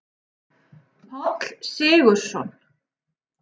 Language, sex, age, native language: Icelandic, female, 30-39, Icelandic